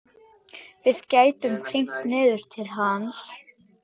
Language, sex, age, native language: Icelandic, male, 13, Icelandic